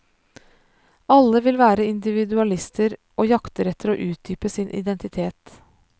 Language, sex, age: Norwegian, female, 33